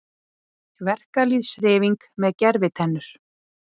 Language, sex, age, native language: Icelandic, female, 40-49, Icelandic